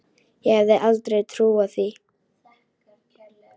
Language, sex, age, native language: Icelandic, female, 10, Icelandic